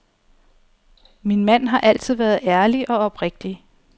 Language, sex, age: Danish, female, 34